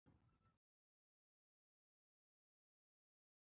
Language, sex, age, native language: Icelandic, female, 50-59, Icelandic